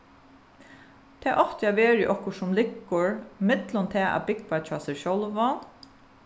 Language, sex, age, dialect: Faroese, female, 36-60, Suðuroy